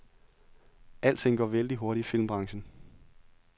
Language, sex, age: Danish, male, 31